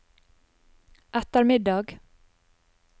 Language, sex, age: Norwegian, female, 30